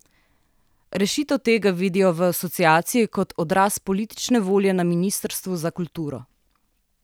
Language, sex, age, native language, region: Slovenian, female, 30-49, Slovenian, Southeast Slovenia